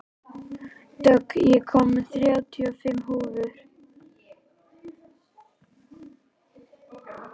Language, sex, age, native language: Icelandic, male, 11, Icelandic